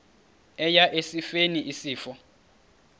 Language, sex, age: Xhosa, male, 31